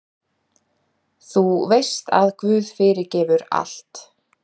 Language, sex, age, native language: Icelandic, female, 30-39, Icelandic